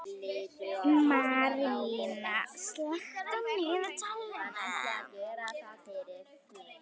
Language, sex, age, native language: Icelandic, female, 11, Icelandic